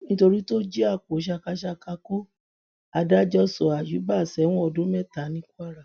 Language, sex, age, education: Yoruba, female, 60+, tertiary